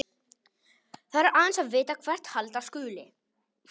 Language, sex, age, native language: Icelandic, male, 18-19, Polish